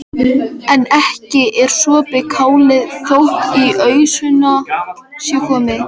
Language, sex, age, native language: Icelandic, male, 13, Icelandic